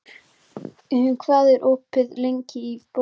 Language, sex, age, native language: Icelandic, female, 11, Icelandic